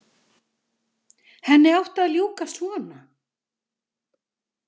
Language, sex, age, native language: Icelandic, female, 50-59, Icelandic